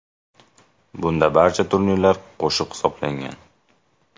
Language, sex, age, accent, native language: Uzbek, male, 18-24, Jizzax, Uzbek